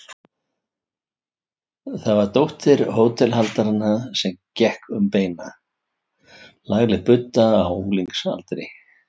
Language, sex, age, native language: Icelandic, male, 50-59, Icelandic